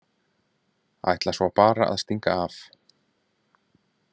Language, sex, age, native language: Icelandic, male, 40-49, Icelandic